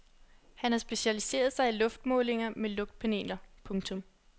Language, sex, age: Danish, female, 21